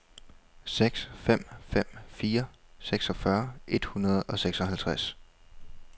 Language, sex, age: Danish, male, 21